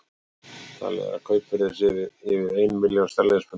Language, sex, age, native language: Icelandic, male, 40-49, Icelandic